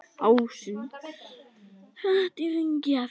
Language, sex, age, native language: Icelandic, male, 10, Icelandic